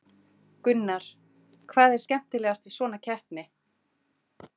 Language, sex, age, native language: Icelandic, female, 40-49, Icelandic